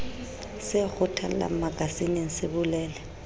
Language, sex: Southern Sotho, female